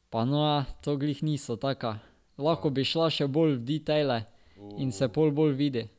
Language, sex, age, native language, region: Slovenian, male, 12-17, Slovenian, Drava region